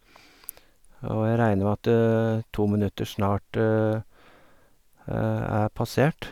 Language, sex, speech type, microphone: Norwegian, male, spontaneous, Sennheiser